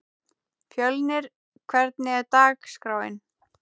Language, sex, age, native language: Icelandic, female, 18-19, Icelandic